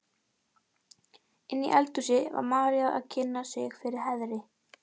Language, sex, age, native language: Icelandic, female, 11, Icelandic